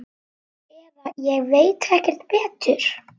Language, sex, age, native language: Icelandic, male, 7, Icelandic